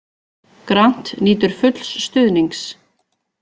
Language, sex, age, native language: Icelandic, female, 40-49, Icelandic